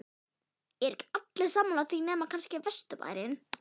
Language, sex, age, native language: Icelandic, female, 13, Icelandic